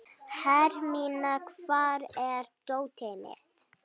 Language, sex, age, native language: Icelandic, female, 12, Icelandic